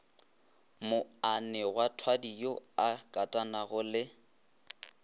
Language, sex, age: Northern Sotho, male, 20